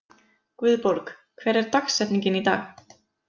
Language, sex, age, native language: Icelandic, female, 30-39, Icelandic